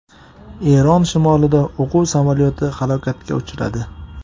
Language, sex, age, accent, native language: Uzbek, male, 25-34, Samarqand, Uzbek